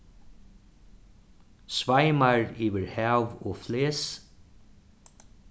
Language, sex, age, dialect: Faroese, male, 36-60, Suðuroy